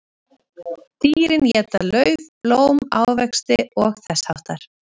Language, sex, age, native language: Icelandic, female, 30-39, Icelandic